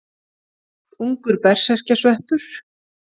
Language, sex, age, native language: Icelandic, female, 40-49, Icelandic